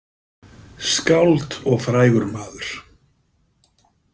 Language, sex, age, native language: Icelandic, male, 50-59, Icelandic